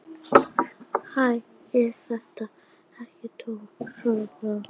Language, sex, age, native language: Icelandic, female, 11, Icelandic